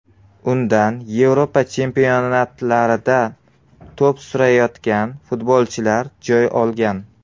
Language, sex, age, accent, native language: Uzbek, male, 25-34, Surxondaryo, Uzbek